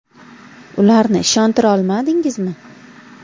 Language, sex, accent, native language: Uzbek, female, Samarqand, Uzbek